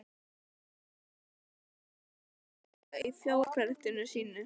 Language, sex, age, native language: Icelandic, female, 12, Icelandic